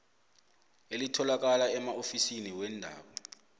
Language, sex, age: South Ndebele, male, 25